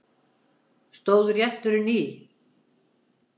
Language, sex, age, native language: Icelandic, female, 70-79, Icelandic